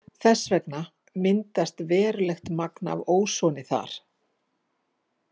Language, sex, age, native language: Icelandic, female, 50-59, Icelandic